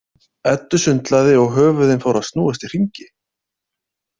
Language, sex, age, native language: Icelandic, male, 30-39, Icelandic